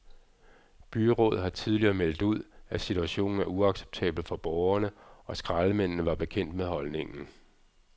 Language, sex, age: Danish, male, 46